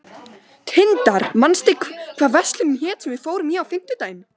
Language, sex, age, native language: Icelandic, female, 13, Icelandic